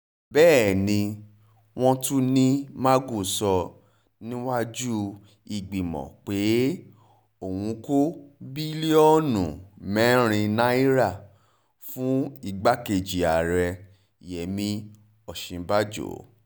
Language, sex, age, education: Yoruba, male, 30-45, tertiary